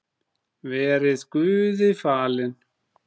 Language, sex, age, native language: Icelandic, female, 9, Icelandic